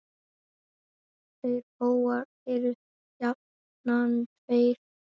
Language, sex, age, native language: Icelandic, male, 9, Icelandic